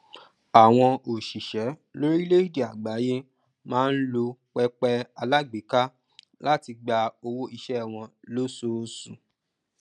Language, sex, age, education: Yoruba, male, 30-45, tertiary